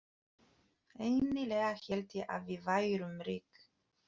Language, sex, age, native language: Icelandic, female, 30-39, Polish